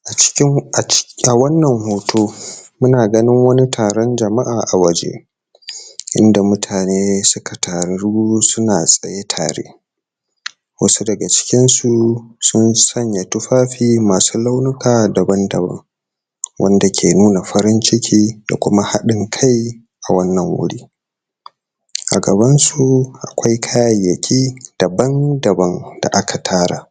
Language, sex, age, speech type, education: Hausa, male, 30-45, spontaneous, tertiary